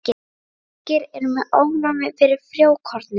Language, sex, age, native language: Icelandic, female, 30-39, Icelandic